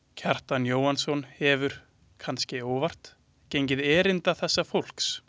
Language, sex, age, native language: Icelandic, male, 20-29, Icelandic